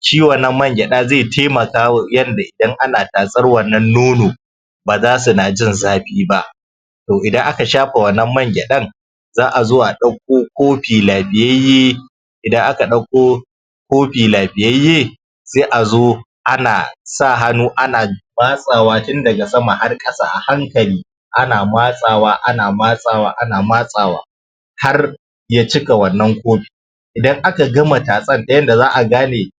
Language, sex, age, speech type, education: Hausa, male, 15-29, spontaneous, primary